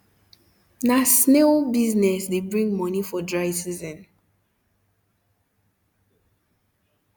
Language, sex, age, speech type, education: Nigerian Pidgin, female, 15-29, spontaneous, tertiary